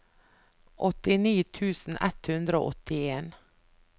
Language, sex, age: Norwegian, female, 49